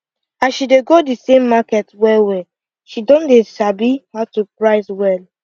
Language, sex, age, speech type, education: Nigerian Pidgin, female, 15-29, spontaneous, secondary